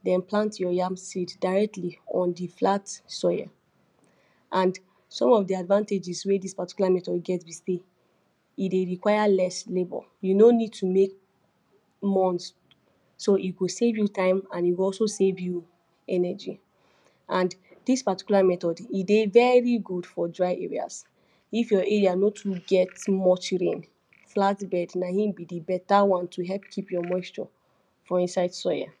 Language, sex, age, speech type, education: Nigerian Pidgin, female, 46-60, spontaneous, tertiary